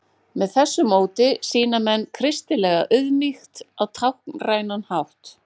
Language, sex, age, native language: Icelandic, female, 40-49, Icelandic